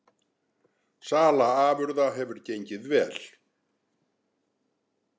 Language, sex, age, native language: Icelandic, male, 60-69, Icelandic